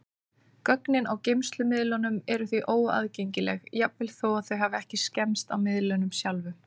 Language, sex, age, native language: Icelandic, female, 30-39, Icelandic